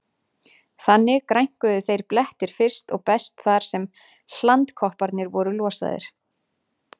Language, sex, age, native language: Icelandic, female, 40-49, Icelandic